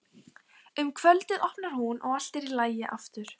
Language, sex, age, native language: Icelandic, female, 15, Icelandic